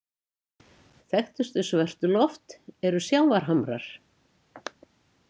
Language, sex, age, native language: Icelandic, female, 70-79, Icelandic